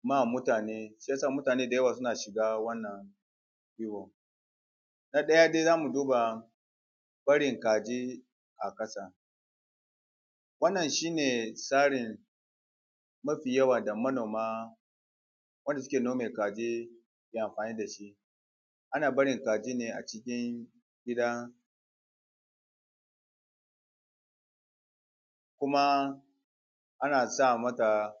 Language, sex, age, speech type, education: Hausa, male, 30-45, spontaneous, tertiary